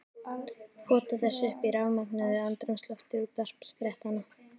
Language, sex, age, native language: Icelandic, female, 13, Icelandic